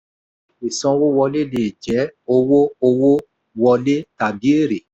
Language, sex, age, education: Yoruba, male, 46-60, tertiary